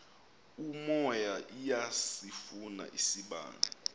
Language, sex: Xhosa, male